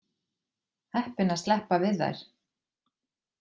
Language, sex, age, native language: Icelandic, female, 40-49, Icelandic